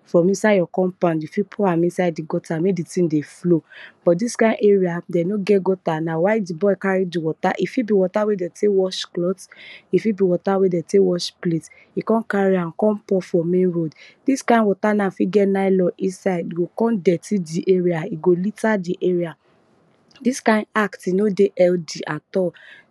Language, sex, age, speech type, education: Nigerian Pidgin, female, 30-45, spontaneous, tertiary